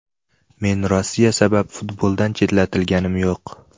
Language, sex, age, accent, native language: Uzbek, male, 18-24, Namangan, Uzbek